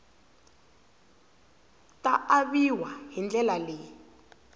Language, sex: Tsonga, female